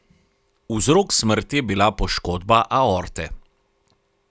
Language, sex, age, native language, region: Slovenian, male, 30-49, Slovenian, Carinthia region